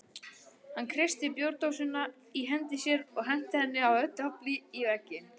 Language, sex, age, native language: Icelandic, male, 20-29, Icelandic